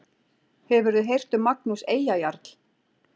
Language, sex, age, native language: Icelandic, female, 40-49, Icelandic